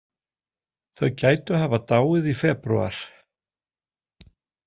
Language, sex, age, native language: Icelandic, male, 60-69, Icelandic